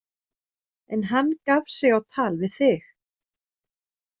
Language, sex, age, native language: Icelandic, female, 30-39, Icelandic